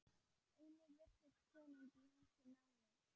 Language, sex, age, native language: Icelandic, female, 10, Icelandic